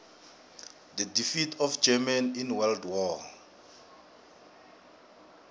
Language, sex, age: South Ndebele, male, 24